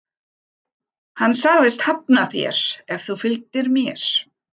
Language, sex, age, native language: Icelandic, female, 50-59, German